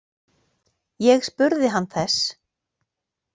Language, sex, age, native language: Icelandic, female, 40-49, Icelandic